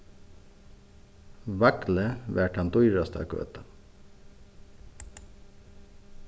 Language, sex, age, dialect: Faroese, male, 36-60, Suðuroy